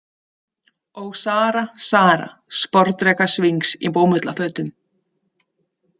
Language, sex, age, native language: Icelandic, female, 30-39, Icelandic